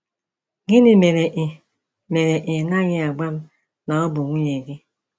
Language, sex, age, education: Igbo, male, 15-29, tertiary